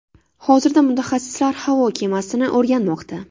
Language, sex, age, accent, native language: Uzbek, female, 18-24, Navoiy, Uzbek